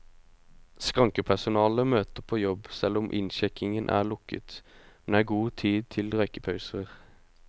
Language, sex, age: Norwegian, male, 25